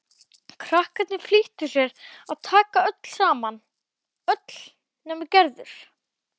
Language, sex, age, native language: Icelandic, male, 12, Icelandic